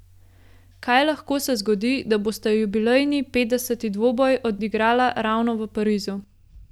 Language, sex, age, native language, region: Slovenian, female, 18-29, Slovenian, Gorenjska region